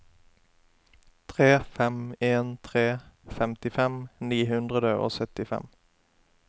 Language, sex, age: Norwegian, male, 27